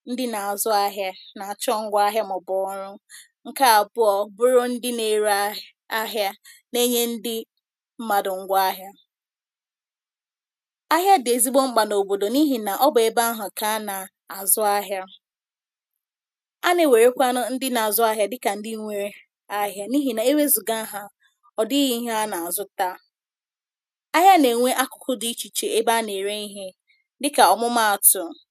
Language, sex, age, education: Igbo, female, 15-29, tertiary